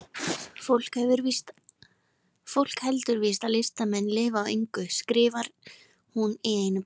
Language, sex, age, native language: Icelandic, female, 20-29, Icelandic